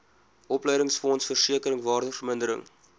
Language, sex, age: Afrikaans, male, 20